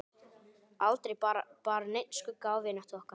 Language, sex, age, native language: Icelandic, male, 11, Icelandic